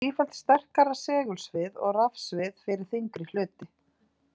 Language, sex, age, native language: Icelandic, female, 40-49, Icelandic